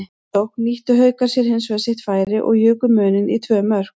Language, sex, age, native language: Icelandic, female, 40-49, Icelandic